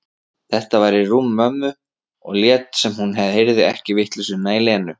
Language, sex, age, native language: Icelandic, male, 30-39, Icelandic